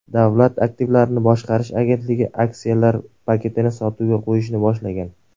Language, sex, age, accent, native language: Uzbek, male, 19-29, Surxondaryo, Uzbek